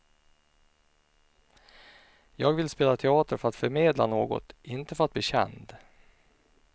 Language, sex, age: Swedish, male, 49